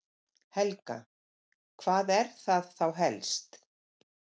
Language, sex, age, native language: Icelandic, female, 50-59, Icelandic